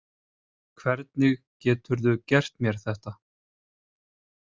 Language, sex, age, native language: Icelandic, male, 30-39, Icelandic